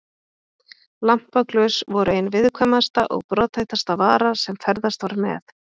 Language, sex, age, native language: Icelandic, female, 30-39, Icelandic